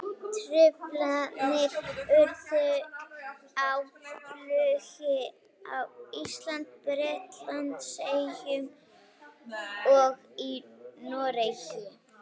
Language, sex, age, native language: Icelandic, female, 18-19, Icelandic